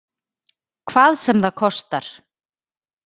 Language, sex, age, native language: Icelandic, female, 30-39, Icelandic